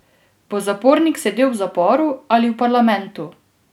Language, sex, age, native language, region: Slovenian, female, 18-29, Slovenian, Drava region